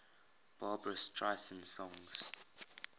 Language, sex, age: English, male, 20